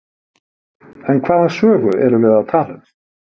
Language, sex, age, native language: Icelandic, male, 50-59, Icelandic